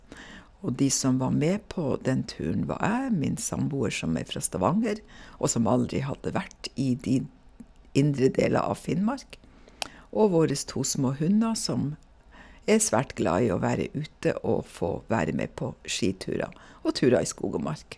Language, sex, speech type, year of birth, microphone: Norwegian, female, spontaneous, 1956, Shure